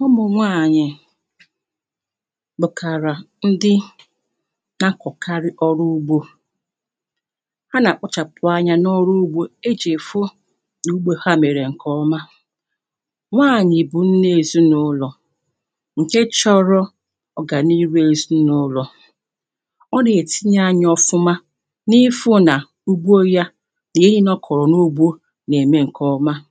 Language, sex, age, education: Igbo, female, 30-45, primary